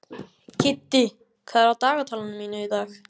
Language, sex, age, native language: Icelandic, male, 14, Icelandic